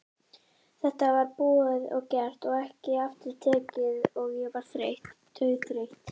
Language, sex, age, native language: Icelandic, female, 18-19, Icelandic